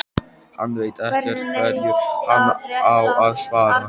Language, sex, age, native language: Icelandic, male, 12, Icelandic